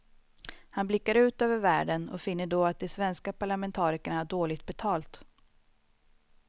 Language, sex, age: Swedish, female, 25